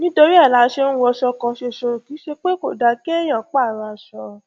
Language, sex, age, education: Yoruba, female, 15-29, tertiary